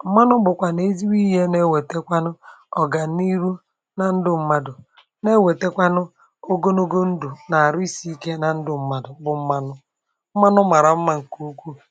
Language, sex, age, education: Igbo, male, 30-45, tertiary